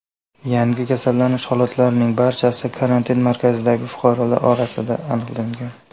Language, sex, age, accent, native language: Uzbek, male, 19-29, Qashqadaryo, Uzbek